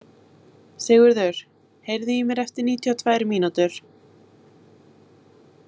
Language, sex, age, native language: Icelandic, female, 20-29, Icelandic